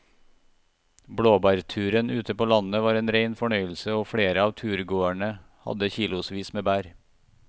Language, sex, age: Norwegian, male, 41